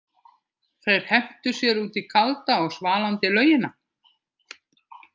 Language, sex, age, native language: Icelandic, female, 50-59, Icelandic